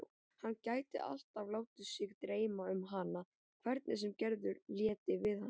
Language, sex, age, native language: Icelandic, male, 18-19, Icelandic